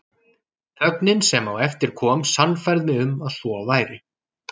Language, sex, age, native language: Icelandic, male, 40-49, Icelandic